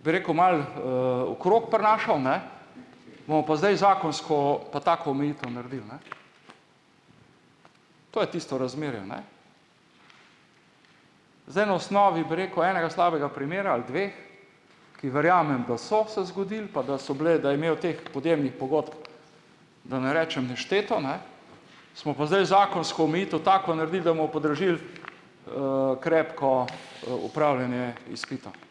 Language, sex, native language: Slovenian, male, Slovenian